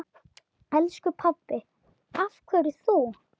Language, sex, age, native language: Icelandic, male, 9, Icelandic